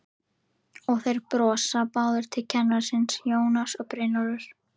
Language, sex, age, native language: Icelandic, female, 11, Icelandic